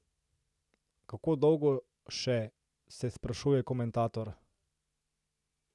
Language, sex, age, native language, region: Slovenian, male, 18-29, Slovenian, Central Slovenia